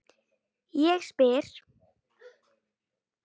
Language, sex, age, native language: Icelandic, female, 9, Icelandic